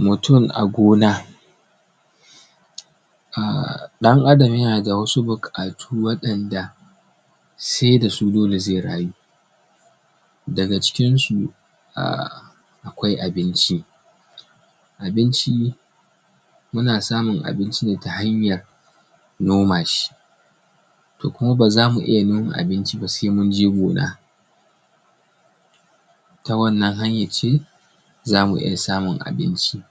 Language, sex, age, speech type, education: Hausa, male, 15-29, spontaneous, tertiary